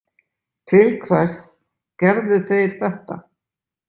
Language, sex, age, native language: Icelandic, male, 20-29, Icelandic